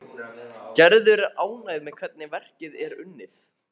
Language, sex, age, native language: Icelandic, male, 14, Icelandic